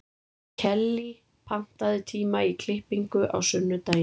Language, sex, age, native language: Icelandic, female, 30-39, Icelandic